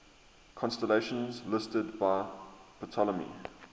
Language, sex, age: English, male, 23